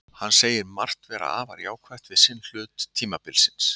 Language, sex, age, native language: Icelandic, male, 60-69, Icelandic